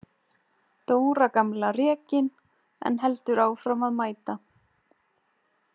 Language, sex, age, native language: Icelandic, female, 20-29, Icelandic